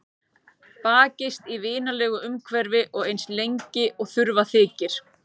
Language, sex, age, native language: Icelandic, male, 14, Icelandic